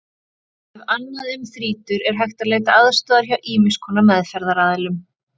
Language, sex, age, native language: Icelandic, female, 40-49, Icelandic